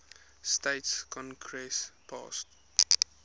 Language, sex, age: English, male, 21